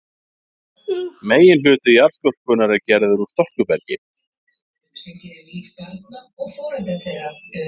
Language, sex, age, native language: Icelandic, male, 50-59, Icelandic